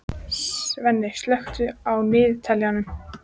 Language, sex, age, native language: Icelandic, female, 14, Icelandic